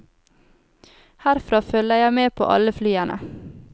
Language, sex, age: Norwegian, female, 28